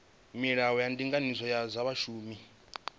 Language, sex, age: Venda, male, 25